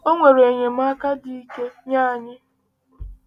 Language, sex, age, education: Igbo, female, 15-29, tertiary